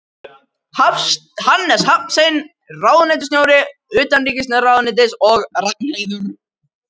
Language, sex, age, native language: Icelandic, male, 13, Icelandic